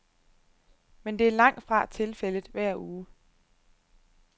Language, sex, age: Danish, female, 25